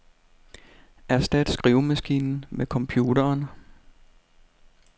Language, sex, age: Danish, male, 32